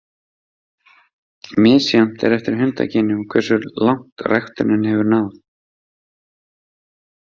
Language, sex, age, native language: Icelandic, male, 30-39, Icelandic